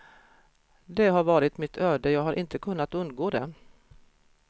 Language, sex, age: Swedish, female, 53